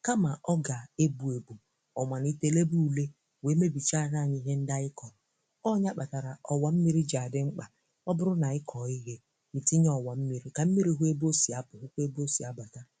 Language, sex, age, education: Igbo, female, 15-29, tertiary